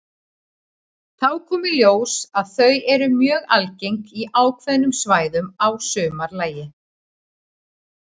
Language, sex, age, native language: Icelandic, female, 40-49, Icelandic